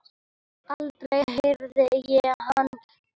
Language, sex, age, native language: Icelandic, male, 10, Icelandic